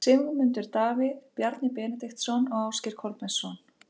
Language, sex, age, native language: Icelandic, female, 50-59, Icelandic